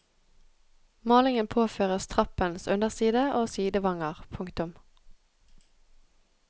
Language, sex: Norwegian, female